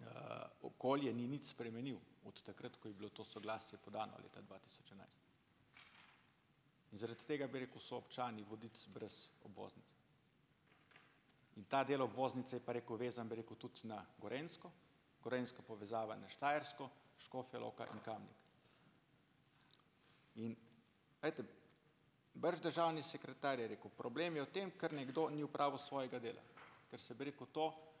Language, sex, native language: Slovenian, male, Slovenian